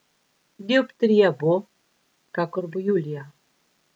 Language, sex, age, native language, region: Slovenian, female, 50-59, Slovenian, Gorica region